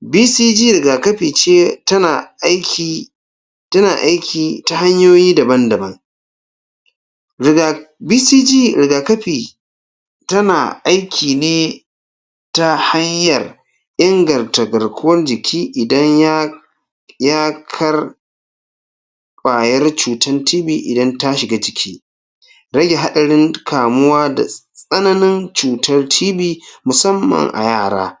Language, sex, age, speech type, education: Hausa, male, 46-60, spontaneous, tertiary